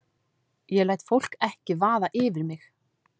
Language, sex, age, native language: Icelandic, female, 30-39, Icelandic